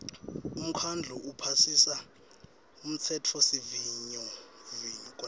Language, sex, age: Swati, male, 21